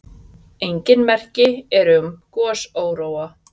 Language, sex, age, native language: Icelandic, female, 30-39, Icelandic